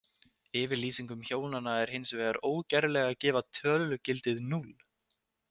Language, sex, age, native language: Icelandic, male, 20-29, Icelandic